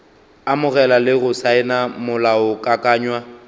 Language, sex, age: Northern Sotho, male, 22